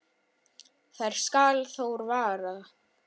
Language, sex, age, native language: Icelandic, male, 6, Icelandic